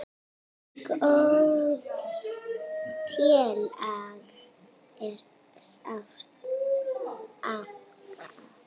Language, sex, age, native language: Icelandic, female, 9, Icelandic